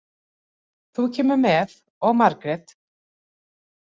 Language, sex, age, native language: Icelandic, female, 40-49, Icelandic